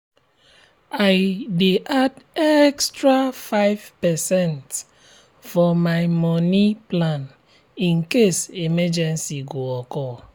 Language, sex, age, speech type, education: Nigerian Pidgin, male, 30-45, spontaneous, tertiary